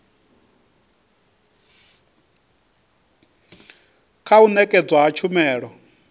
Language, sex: Venda, male